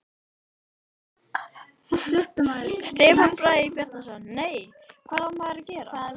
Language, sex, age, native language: Icelandic, female, 12, Icelandic